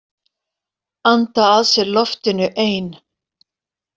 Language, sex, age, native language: Icelandic, female, 40-49, Icelandic